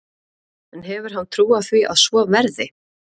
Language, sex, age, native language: Icelandic, female, 30-39, Icelandic